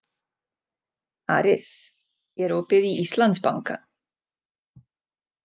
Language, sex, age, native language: Icelandic, female, 40-49, Czech